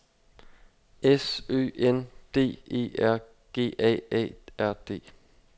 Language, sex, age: Danish, male, 25